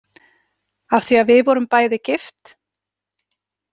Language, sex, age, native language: Icelandic, female, 40-49, Icelandic